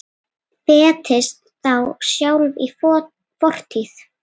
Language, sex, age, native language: Icelandic, female, 8, Icelandic